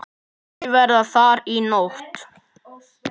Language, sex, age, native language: Icelandic, male, 9, Icelandic